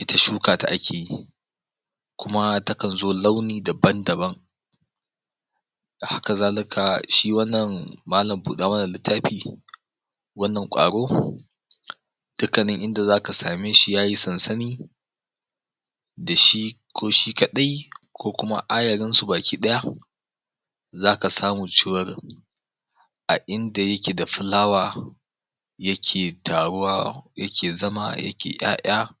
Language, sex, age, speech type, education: Hausa, male, 46-60, spontaneous, tertiary